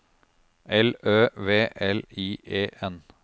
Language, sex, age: Norwegian, male, 36